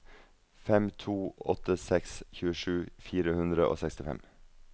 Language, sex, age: Norwegian, male, 42